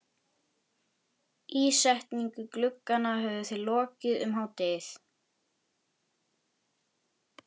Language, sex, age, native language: Icelandic, male, 11, Icelandic